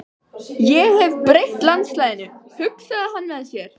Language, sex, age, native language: Icelandic, female, 12, Icelandic